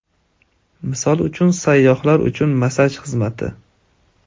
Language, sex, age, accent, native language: Uzbek, male, 25-34, Andijon, Uzbek